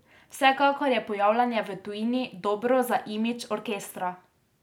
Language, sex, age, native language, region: Slovenian, female, 18-29, Slovenian, Drava region